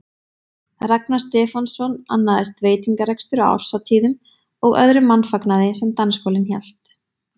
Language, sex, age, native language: Icelandic, female, 20-29, Icelandic